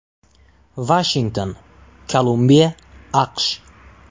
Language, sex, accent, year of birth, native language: Uzbek, male, Toshkent shahri, 1999, Uzbek